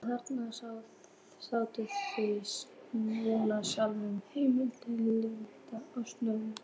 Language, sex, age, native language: Icelandic, female, 14, Icelandic